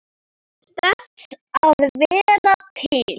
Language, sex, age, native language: Icelandic, female, 10, Icelandic